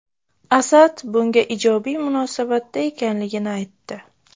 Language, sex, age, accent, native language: Uzbek, female, 25-34, Buxoro, Uzbek